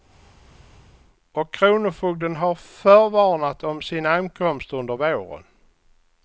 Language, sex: Swedish, male